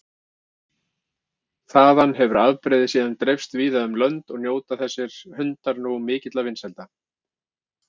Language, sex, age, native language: Icelandic, male, 50-59, Icelandic